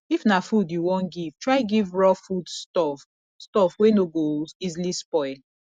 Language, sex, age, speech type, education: Nigerian Pidgin, female, 30-45, spontaneous, tertiary